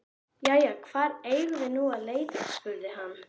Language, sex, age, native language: Icelandic, male, 11, Icelandic